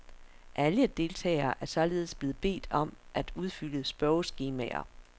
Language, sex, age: Danish, female, 60